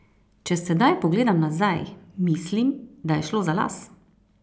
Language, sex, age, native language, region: Slovenian, female, 30-49, Slovenian, Carinthia region